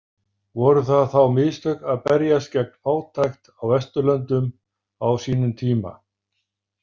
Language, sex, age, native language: Icelandic, male, 50-59, Icelandic